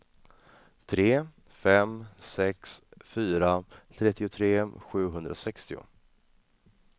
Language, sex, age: Swedish, male, 26